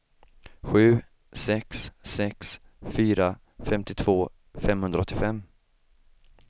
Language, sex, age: Swedish, male, 25